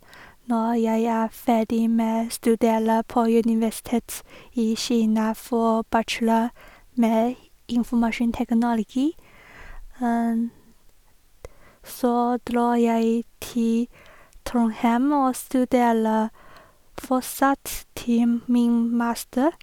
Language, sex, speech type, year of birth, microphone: Norwegian, female, spontaneous, 1986, Shure